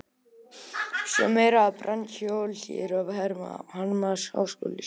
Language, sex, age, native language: Icelandic, male, 18-19, Icelandic